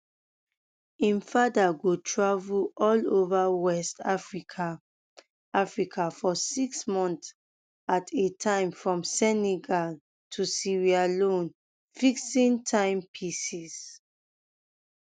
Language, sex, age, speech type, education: Nigerian Pidgin, female, 15-29, spontaneous, tertiary